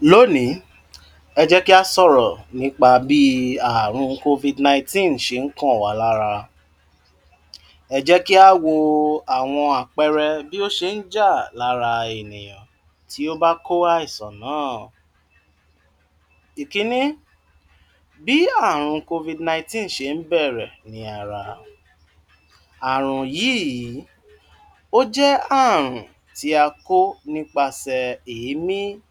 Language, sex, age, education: Yoruba, male, 46-60, tertiary